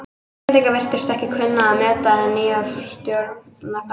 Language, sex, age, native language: Icelandic, female, 18-19, Icelandic